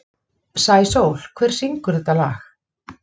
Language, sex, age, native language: Icelandic, female, 30-39, Icelandic